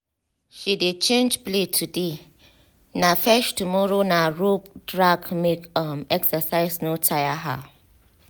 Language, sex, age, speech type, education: Nigerian Pidgin, female, 15-29, spontaneous, tertiary